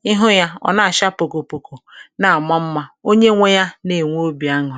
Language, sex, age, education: Igbo, female, 46-60, tertiary